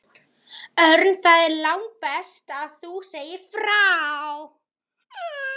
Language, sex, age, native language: Icelandic, male, 11, Icelandic